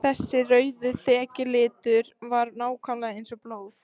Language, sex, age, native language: Icelandic, female, 14, Icelandic